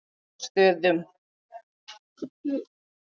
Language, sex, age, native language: Icelandic, female, 40-49, Icelandic